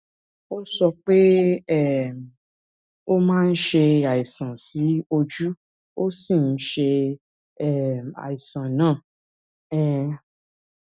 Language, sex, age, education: Yoruba, female, 15-29, tertiary